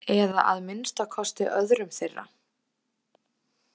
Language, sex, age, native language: Icelandic, female, 20-29, Icelandic